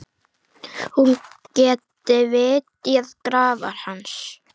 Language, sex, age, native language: Icelandic, female, 9, Icelandic